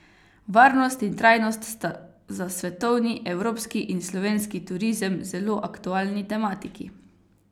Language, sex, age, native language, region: Slovenian, female, 18-29, Slovenian, Carinthia region